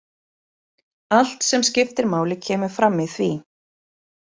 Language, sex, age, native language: Icelandic, female, 30-39, Icelandic